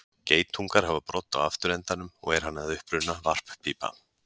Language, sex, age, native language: Icelandic, male, 40-49, Icelandic